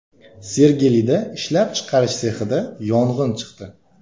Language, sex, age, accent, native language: Uzbek, male, 25-34, Toshkent viloyati, Uzbek